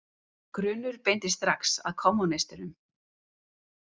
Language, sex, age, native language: Icelandic, female, 30-39, Icelandic